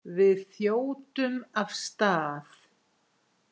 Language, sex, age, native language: Icelandic, female, 60-69, Icelandic